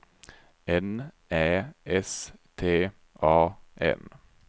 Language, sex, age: Swedish, male, 34